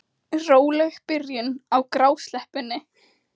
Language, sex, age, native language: Icelandic, female, 18-19, Icelandic